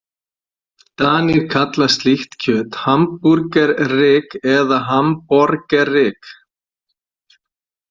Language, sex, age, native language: Icelandic, male, 40-49, Icelandic